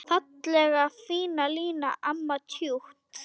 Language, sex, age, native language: Icelandic, female, 10, Icelandic